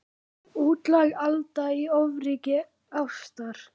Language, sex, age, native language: Icelandic, female, 9, Icelandic